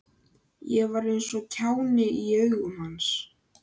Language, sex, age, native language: Icelandic, male, 13, Icelandic